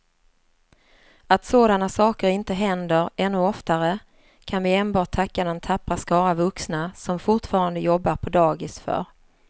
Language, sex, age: Swedish, female, 47